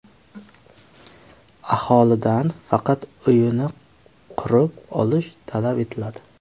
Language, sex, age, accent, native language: Uzbek, male, 18-24, Qashqadaryo, Uzbek